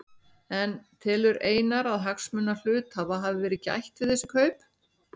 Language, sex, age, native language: Icelandic, female, 60-69, Icelandic